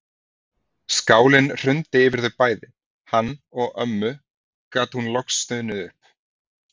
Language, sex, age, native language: Icelandic, male, 30-39, Icelandic